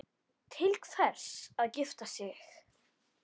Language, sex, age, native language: Icelandic, male, 10, Icelandic